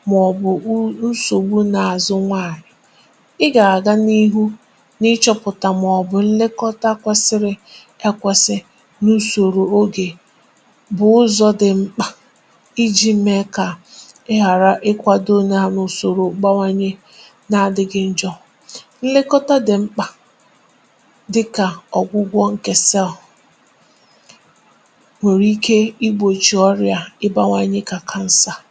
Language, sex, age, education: Igbo, female, 15-29, tertiary